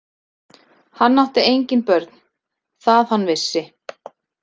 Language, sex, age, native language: Icelandic, female, 30-39, Icelandic